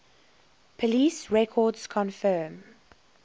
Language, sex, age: English, female, 21